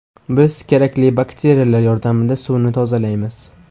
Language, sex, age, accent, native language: Uzbek, male, 18-24, Farg'ona, Uzbek